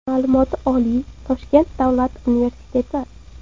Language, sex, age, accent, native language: Uzbek, female, 18-24, Surxondaryo, Uzbek